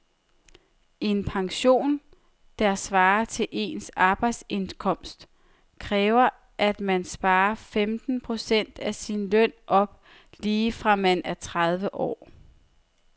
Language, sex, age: Danish, female, 30